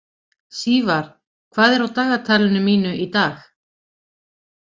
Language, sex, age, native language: Icelandic, female, 40-49, Icelandic